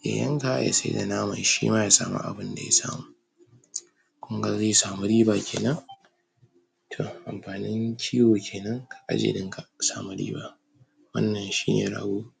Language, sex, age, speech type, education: Hausa, male, 15-29, spontaneous, tertiary